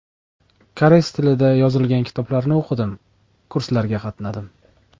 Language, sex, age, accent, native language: Uzbek, male, 25-34, Jizzax, Uzbek